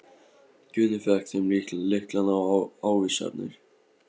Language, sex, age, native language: Icelandic, male, 15, Polish